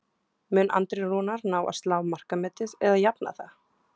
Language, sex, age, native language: Icelandic, female, 20-29, Icelandic